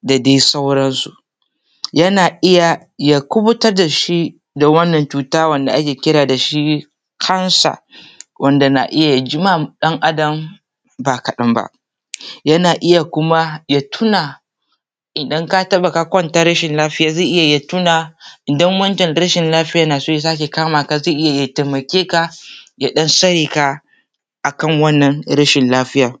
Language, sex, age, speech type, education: Hausa, male, 15-29, spontaneous, tertiary